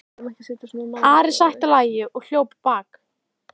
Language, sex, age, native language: Icelandic, female, 13, Icelandic